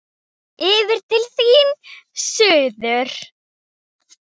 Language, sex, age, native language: Icelandic, female, 10, Icelandic